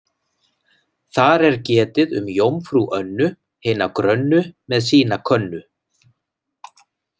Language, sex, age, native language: Icelandic, male, 40-49, Icelandic